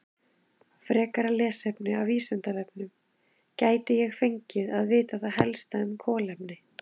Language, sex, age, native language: Icelandic, female, 30-39, Icelandic